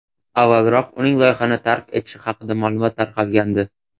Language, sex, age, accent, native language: Uzbek, male, 18-24, Toshkent shahri, Uzbek